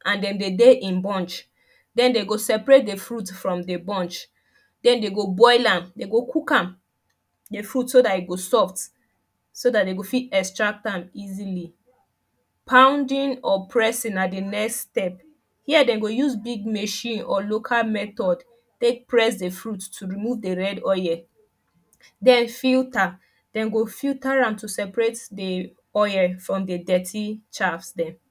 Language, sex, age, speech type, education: Nigerian Pidgin, female, 15-29, spontaneous, tertiary